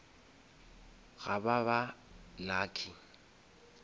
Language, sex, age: Northern Sotho, male, 26